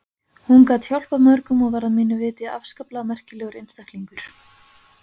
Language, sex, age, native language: Icelandic, female, 20-29, Icelandic